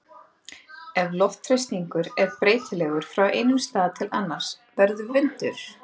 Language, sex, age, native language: Icelandic, female, 30-39, Icelandic